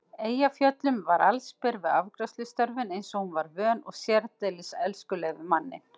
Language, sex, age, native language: Icelandic, female, 50-59, Icelandic